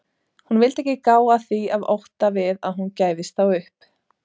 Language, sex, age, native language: Icelandic, female, 30-39, Icelandic